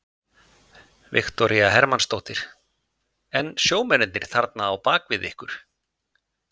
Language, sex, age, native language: Icelandic, male, 50-59, Icelandic